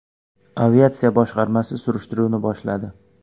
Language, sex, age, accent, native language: Uzbek, male, 25-34, Xorazm, Uzbek